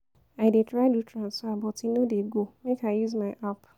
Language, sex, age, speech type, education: Nigerian Pidgin, female, 15-29, spontaneous, tertiary